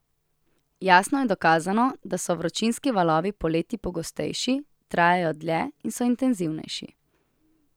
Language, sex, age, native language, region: Slovenian, female, 18-29, Slovenian, Southeast Slovenia